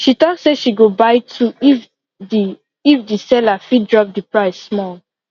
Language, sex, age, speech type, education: Nigerian Pidgin, female, 15-29, spontaneous, secondary